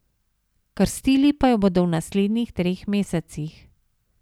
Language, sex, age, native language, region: Slovenian, female, 50-59, Slovenian, Savinja region